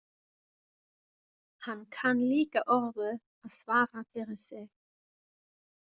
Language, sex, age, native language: Icelandic, female, 20-29, German